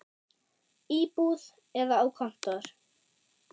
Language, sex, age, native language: Icelandic, female, 10, German